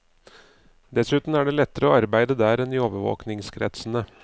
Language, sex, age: Norwegian, male, 39